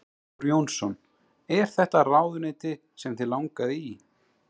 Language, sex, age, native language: Icelandic, male, 30-39, Icelandic